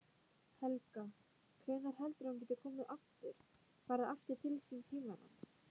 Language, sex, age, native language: Icelandic, female, 18-19, Icelandic